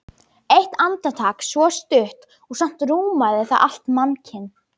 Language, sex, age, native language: Icelandic, female, 12, Icelandic